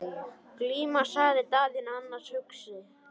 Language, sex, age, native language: Icelandic, male, 10, Icelandic